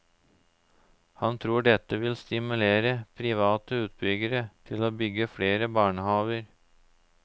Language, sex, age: Norwegian, male, 34